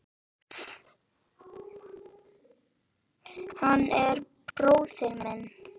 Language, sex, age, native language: Icelandic, female, 9, Icelandic